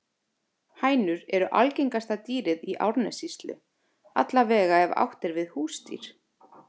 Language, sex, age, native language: Icelandic, female, 30-39, Icelandic